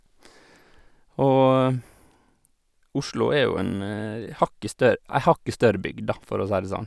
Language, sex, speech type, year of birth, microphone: Norwegian, male, spontaneous, 1986, Sennheiser